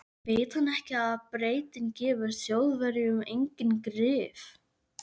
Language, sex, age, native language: Icelandic, male, 11, Icelandic